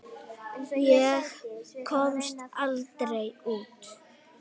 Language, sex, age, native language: Icelandic, male, 8, Icelandic